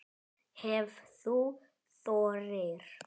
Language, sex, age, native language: Icelandic, male, 10, Icelandic